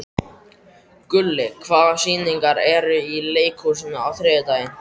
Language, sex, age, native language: Icelandic, male, 14, Icelandic